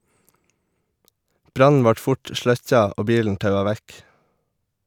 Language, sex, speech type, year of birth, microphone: Norwegian, male, read, 1989, Shure